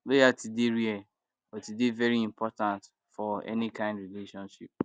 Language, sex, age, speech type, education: Nigerian Pidgin, male, 46-60, spontaneous, tertiary